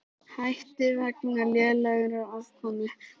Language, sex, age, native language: Icelandic, male, 18-19, Icelandic